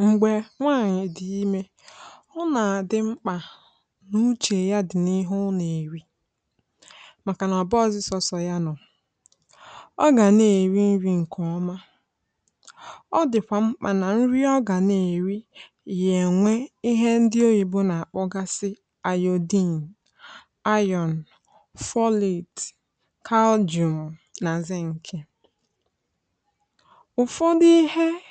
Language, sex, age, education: Igbo, female, 15-29, tertiary